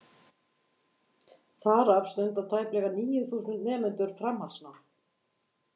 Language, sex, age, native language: Icelandic, female, 50-59, Icelandic